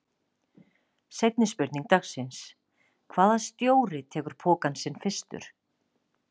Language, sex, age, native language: Icelandic, female, 40-49, Icelandic